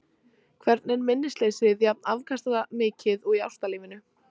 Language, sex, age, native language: Icelandic, female, 14, Icelandic